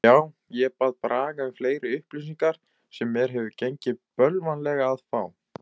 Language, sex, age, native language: Icelandic, male, 20-29, Icelandic